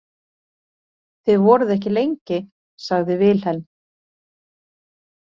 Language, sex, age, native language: Icelandic, female, 40-49, Icelandic